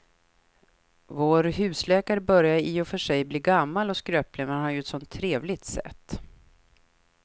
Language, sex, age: Swedish, female, 43